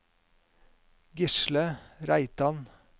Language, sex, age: Norwegian, male, 50